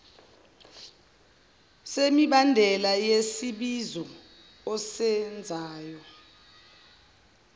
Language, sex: Zulu, female